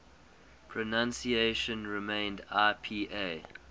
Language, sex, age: English, male, 20